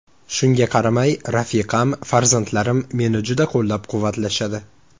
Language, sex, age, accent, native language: Uzbek, male, 18-24, Toshkent shahri, Uzbek